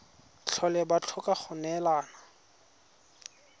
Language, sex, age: Tswana, male, 20